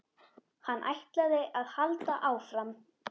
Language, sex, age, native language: Icelandic, female, 10, Icelandic